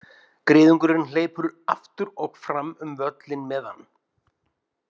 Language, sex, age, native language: Icelandic, male, 50-59, Icelandic